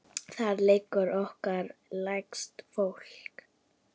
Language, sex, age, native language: Icelandic, female, 9, Icelandic